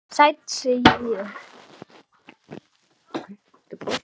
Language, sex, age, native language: Icelandic, male, 8, Icelandic